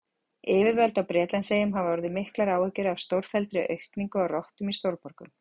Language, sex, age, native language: Icelandic, female, 40-49, Icelandic